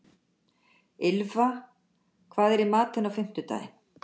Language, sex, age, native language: Icelandic, female, 60-69, Icelandic